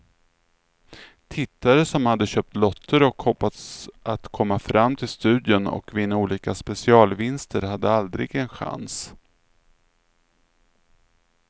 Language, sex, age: Swedish, male, 46